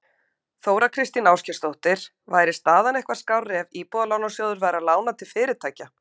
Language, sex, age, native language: Icelandic, female, 50-59, Icelandic